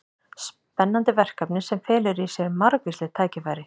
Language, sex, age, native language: Icelandic, female, 40-49, Icelandic